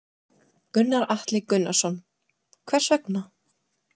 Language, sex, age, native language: Icelandic, female, 20-29, Icelandic